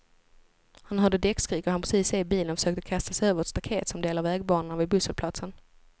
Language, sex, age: Swedish, female, 25